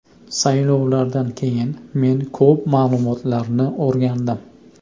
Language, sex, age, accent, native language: Uzbek, male, 25-34, Andijon, Uzbek